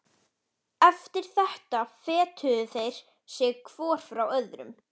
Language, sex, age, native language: Icelandic, female, 12, Icelandic